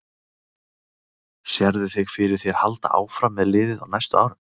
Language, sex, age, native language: Icelandic, male, 30-39, Icelandic